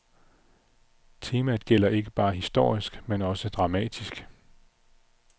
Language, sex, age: Danish, male, 46